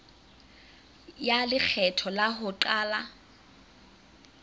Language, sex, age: Southern Sotho, female, 25